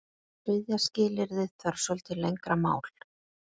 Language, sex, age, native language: Icelandic, female, 50-59, Icelandic